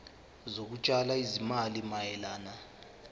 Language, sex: Zulu, male